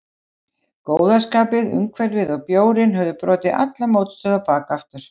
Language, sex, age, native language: Icelandic, female, 60-69, Icelandic